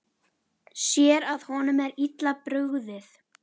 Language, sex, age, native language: Icelandic, female, 12, Icelandic